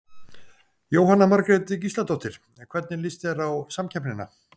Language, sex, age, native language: Icelandic, male, 50-59, Icelandic